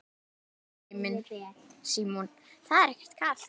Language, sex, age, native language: Icelandic, female, 10, Icelandic